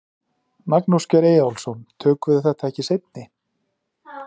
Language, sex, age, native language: Icelandic, male, 40-49, Icelandic